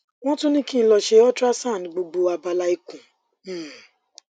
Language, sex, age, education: Yoruba, female, 30-45, tertiary